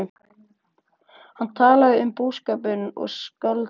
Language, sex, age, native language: Icelandic, male, 14, Icelandic